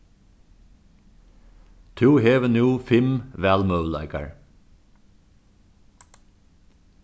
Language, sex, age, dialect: Faroese, male, 36-60, Suðurstreymoy